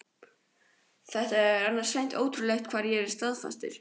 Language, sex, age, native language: Icelandic, female, 14, Icelandic